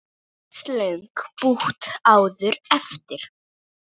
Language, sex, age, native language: Icelandic, female, 9, Icelandic